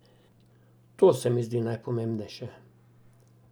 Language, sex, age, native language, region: Slovenian, male, 60+, Slovenian, Drava region